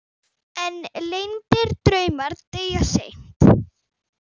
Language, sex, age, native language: Icelandic, female, 9, Icelandic